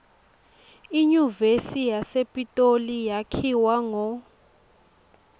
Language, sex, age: Swati, female, 22